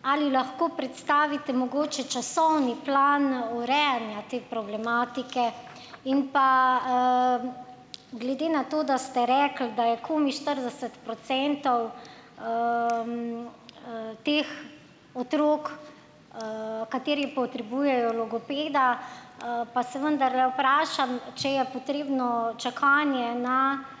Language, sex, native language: Slovenian, female, Slovenian